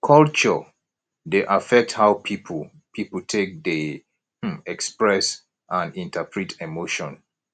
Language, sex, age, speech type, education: Nigerian Pidgin, male, 30-45, spontaneous, tertiary